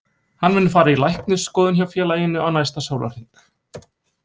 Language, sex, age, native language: Icelandic, male, 20-29, Icelandic